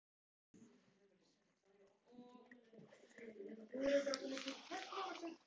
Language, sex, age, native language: Icelandic, female, 18-19, Icelandic